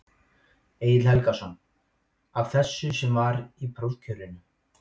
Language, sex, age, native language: Icelandic, male, 18-19, Icelandic